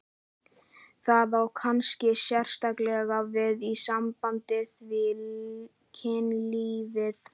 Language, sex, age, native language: Icelandic, male, 11, Icelandic